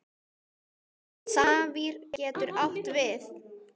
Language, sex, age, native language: Icelandic, male, 10, Icelandic